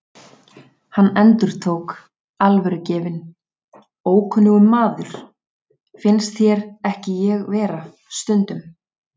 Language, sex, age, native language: Icelandic, female, 30-39, Icelandic